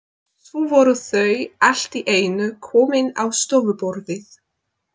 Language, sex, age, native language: Icelandic, female, 20-29, Polish